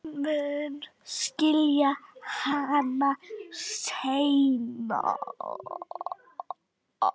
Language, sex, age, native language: Icelandic, female, 8, Icelandic